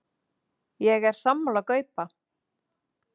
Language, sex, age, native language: Icelandic, female, 30-39, Icelandic